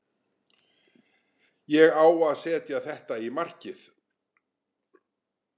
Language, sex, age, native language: Icelandic, male, 60-69, Icelandic